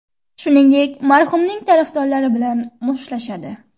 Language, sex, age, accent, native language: Uzbek, female, under 19, Xorazm, Uzbek